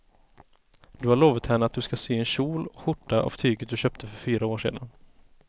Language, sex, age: Swedish, male, 30